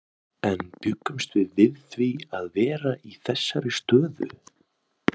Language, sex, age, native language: Icelandic, male, 20-29, Icelandic